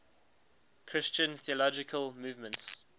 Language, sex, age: English, male, 19